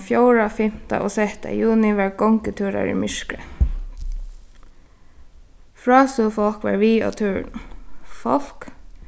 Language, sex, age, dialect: Faroese, female, 15-35, Suðuroy